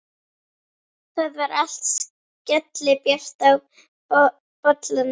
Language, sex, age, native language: Icelandic, female, 11, Icelandic